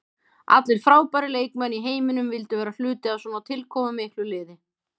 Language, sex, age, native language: Icelandic, female, 30-39, Icelandic